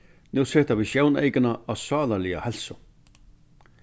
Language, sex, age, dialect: Faroese, male, 61+, Vágar